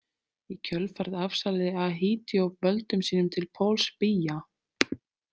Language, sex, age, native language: Icelandic, female, 30-39, Icelandic